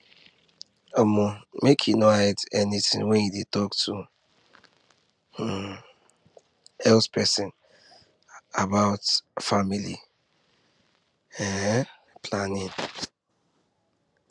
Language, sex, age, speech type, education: Nigerian Pidgin, male, 15-29, spontaneous, tertiary